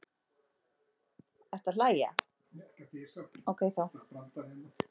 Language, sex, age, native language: Icelandic, female, 40-49, Icelandic